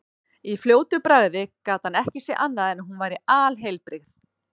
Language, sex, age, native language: Icelandic, female, 30-39, Icelandic